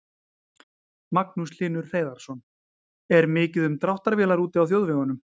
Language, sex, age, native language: Icelandic, male, 40-49, Icelandic